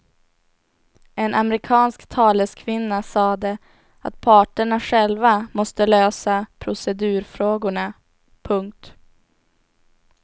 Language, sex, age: Swedish, female, 18